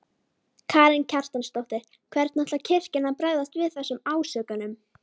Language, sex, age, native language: Icelandic, female, 12, Icelandic